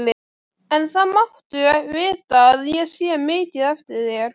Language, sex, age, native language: Icelandic, female, 12, Icelandic